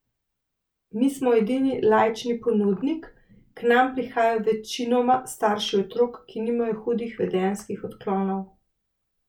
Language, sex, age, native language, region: Slovenian, female, 30-49, Slovenian, Central Slovenia